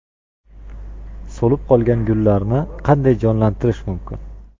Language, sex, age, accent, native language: Uzbek, male, 25-34, Qashqadaryo, Uzbek